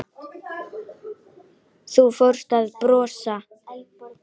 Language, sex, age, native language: Icelandic, female, 10, Icelandic